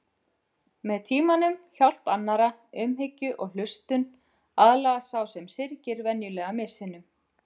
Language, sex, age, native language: Icelandic, female, 40-49, Icelandic